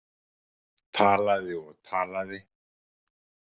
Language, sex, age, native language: Icelandic, male, 50-59, Icelandic